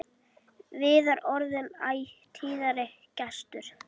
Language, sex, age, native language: Icelandic, female, 10, Icelandic